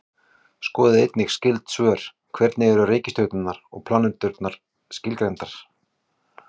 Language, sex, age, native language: Icelandic, male, 40-49, Icelandic